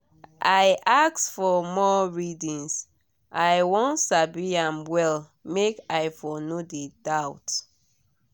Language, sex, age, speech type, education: Nigerian Pidgin, female, 30-45, spontaneous, tertiary